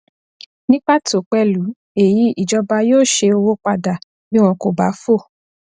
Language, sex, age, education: Yoruba, female, 15-29, tertiary